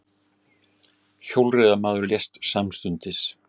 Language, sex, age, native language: Icelandic, male, 60-69, Icelandic